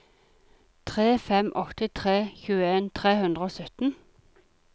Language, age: Norwegian, 40